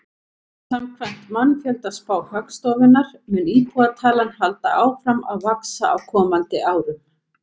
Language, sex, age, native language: Icelandic, female, 50-59, Icelandic